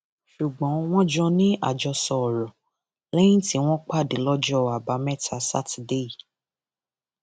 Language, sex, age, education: Yoruba, female, 15-29, tertiary